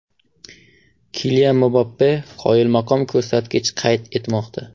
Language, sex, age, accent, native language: Uzbek, male, 18-24, Surxondaryo, Uzbek